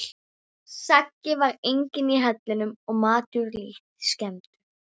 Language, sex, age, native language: Icelandic, female, 11, Icelandic